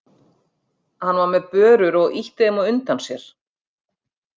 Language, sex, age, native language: Icelandic, female, 50-59, Icelandic